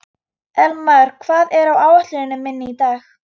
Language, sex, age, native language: Icelandic, female, 13, Icelandic